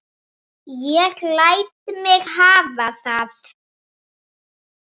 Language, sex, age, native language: Icelandic, female, 7, Icelandic